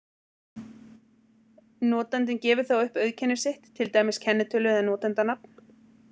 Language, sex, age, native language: Icelandic, female, 40-49, Icelandic